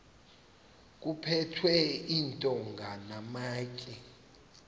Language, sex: Xhosa, male